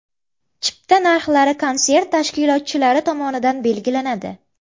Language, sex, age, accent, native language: Uzbek, female, 18-24, Namangan, Uzbek